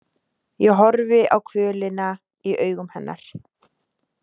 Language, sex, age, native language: Icelandic, female, 20-29, Icelandic